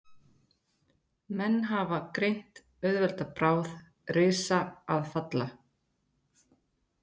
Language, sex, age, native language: Icelandic, female, 30-39, Icelandic